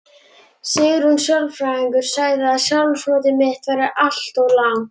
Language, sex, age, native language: Icelandic, female, 11, Icelandic